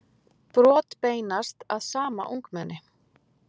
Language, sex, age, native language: Icelandic, female, 40-49, Icelandic